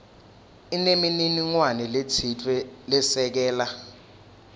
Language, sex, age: Swati, male, 19